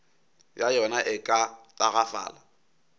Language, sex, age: Northern Sotho, male, 22